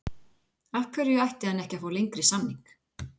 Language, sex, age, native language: Icelandic, female, 40-49, Icelandic